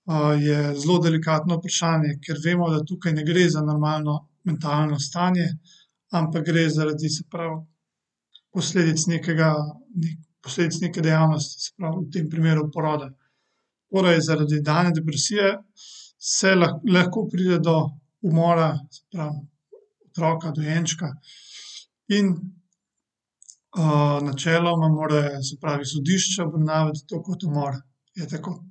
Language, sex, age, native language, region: Slovenian, male, 18-29, Slovenian, Central Slovenia